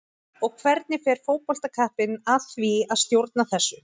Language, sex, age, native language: Icelandic, female, 30-39, Icelandic